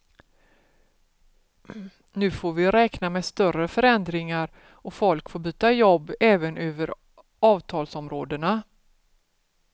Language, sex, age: Swedish, female, 47